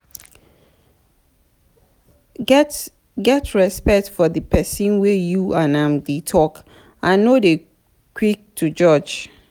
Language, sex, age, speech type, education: Nigerian Pidgin, female, 30-45, spontaneous, tertiary